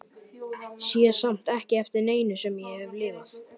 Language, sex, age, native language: Icelandic, male, 11, Icelandic